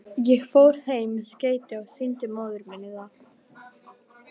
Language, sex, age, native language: Icelandic, female, 11, Icelandic